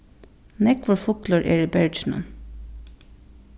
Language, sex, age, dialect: Faroese, female, 15-35, Suðurstreymoy